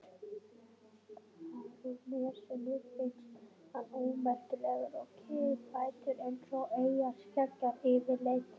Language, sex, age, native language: Icelandic, female, 18-19, Swedish